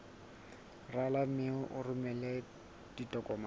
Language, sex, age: Southern Sotho, male, 20